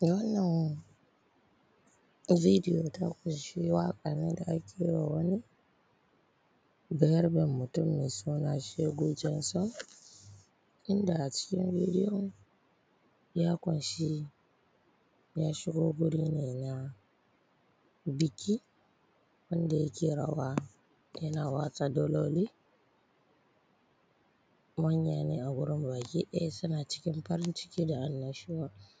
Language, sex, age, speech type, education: Hausa, female, 15-29, spontaneous, primary